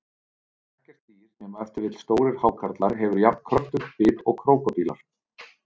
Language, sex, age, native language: Icelandic, male, 30-39, Icelandic